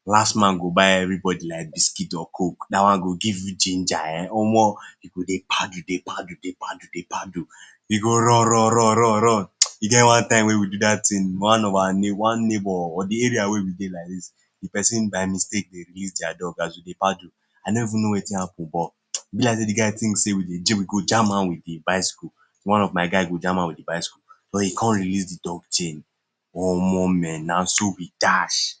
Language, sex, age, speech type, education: Nigerian Pidgin, male, 15-29, spontaneous, secondary